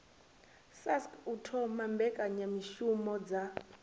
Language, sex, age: Venda, female, 24